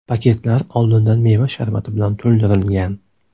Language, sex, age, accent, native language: Uzbek, male, 18-24, Toshkent shahri, Uzbek